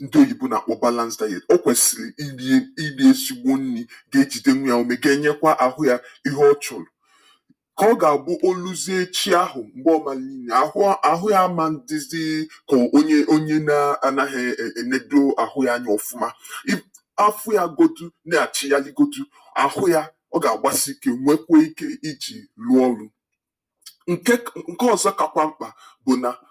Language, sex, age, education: Igbo, male, 30-45, tertiary